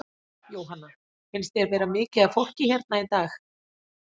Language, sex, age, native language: Icelandic, female, 40-49, Icelandic